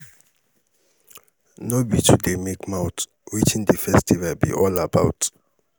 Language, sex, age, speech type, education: Nigerian Pidgin, male, 30-45, spontaneous, tertiary